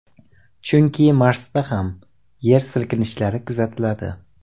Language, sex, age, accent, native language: Uzbek, male, 18-24, Samarqand, Uzbek